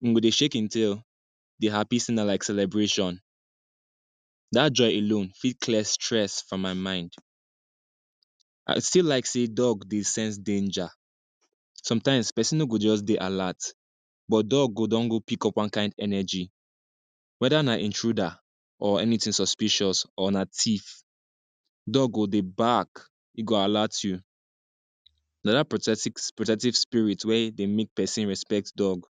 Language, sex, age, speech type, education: Nigerian Pidgin, male, 15-29, spontaneous, secondary